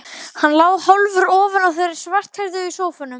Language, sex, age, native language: Icelandic, male, 12, Icelandic